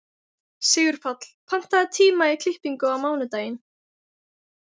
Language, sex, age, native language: Icelandic, female, 18-19, Icelandic